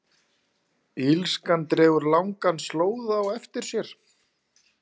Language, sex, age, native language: Icelandic, male, 40-49, Icelandic